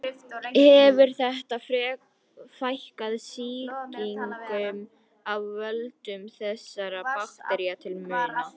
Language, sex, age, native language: Icelandic, female, 50-59, Icelandic